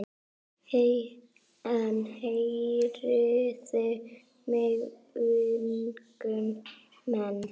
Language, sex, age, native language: Icelandic, female, 9, Icelandic